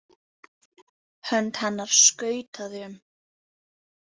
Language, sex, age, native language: Icelandic, female, 18-19, Icelandic